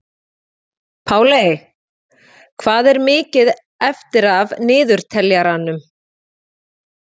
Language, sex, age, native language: Icelandic, female, 40-49, Icelandic